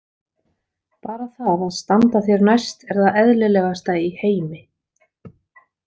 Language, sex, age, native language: Icelandic, female, 40-49, Icelandic